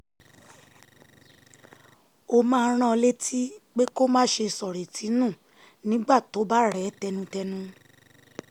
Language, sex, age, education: Yoruba, female, 15-29, tertiary